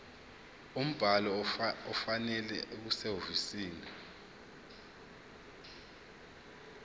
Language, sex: Zulu, male